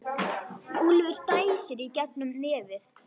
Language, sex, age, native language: Icelandic, female, 10, Icelandic